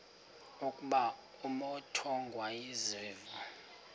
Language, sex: Xhosa, male